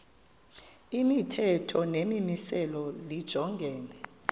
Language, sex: Xhosa, female